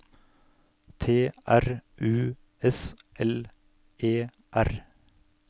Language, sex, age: Norwegian, male, 49